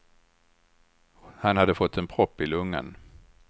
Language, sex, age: Swedish, male, 61